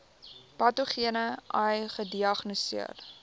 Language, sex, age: Afrikaans, female, 18